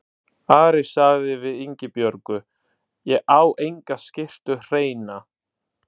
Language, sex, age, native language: Icelandic, male, 30-39, Italian